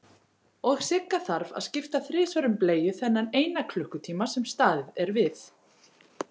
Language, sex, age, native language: Icelandic, female, 40-49, Icelandic